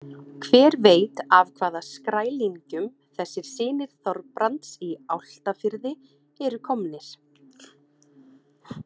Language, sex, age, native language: Icelandic, female, 30-39, Icelandic